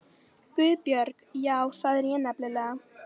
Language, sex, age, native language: Icelandic, female, 13, Icelandic